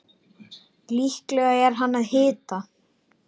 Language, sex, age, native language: Icelandic, male, 9, Icelandic